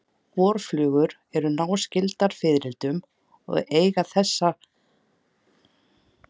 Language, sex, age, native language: Icelandic, female, 30-39, Icelandic